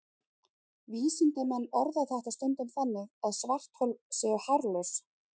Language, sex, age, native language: Icelandic, female, 30-39, Icelandic